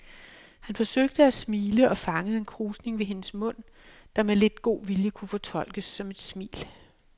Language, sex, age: Danish, female, 56